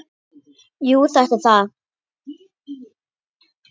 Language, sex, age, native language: Icelandic, female, 10, Icelandic